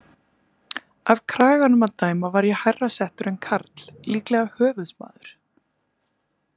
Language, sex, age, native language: Icelandic, female, 20-29, Icelandic